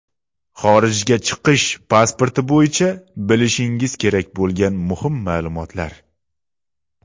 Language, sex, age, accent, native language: Uzbek, male, 19-29, Xorazm, Uzbek